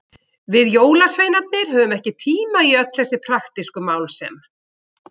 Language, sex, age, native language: Icelandic, female, 40-49, Icelandic